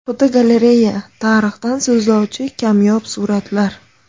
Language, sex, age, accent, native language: Uzbek, female, 25-34, Andijon, Uzbek